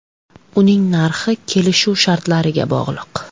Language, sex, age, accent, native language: Uzbek, female, 25-34, Farg'ona, Uzbek